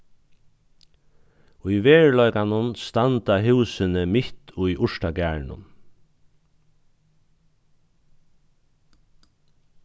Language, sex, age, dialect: Faroese, male, 36-60, Norðuroyggjar